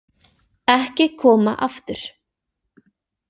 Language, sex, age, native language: Icelandic, female, 20-29, Icelandic